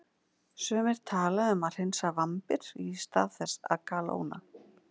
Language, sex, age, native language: Icelandic, female, 40-49, Icelandic